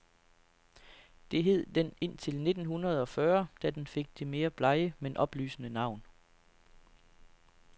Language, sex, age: Danish, male, 33